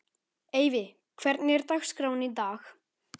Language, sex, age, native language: Icelandic, male, 13, Icelandic